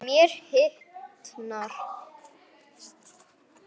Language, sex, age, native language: Icelandic, male, 9, Icelandic